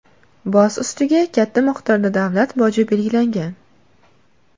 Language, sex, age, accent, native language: Uzbek, female, 19-29, Qashqadaryo, Uzbek